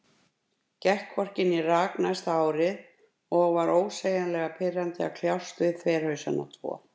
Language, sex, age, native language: Icelandic, female, 50-59, Icelandic